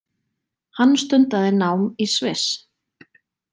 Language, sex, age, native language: Icelandic, female, 20-29, Icelandic